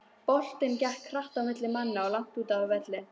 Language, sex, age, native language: Icelandic, female, 12, Icelandic